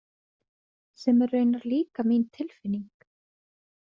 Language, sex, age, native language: Icelandic, female, 30-39, Icelandic